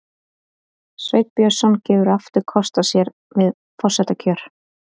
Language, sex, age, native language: Icelandic, female, 30-39, Icelandic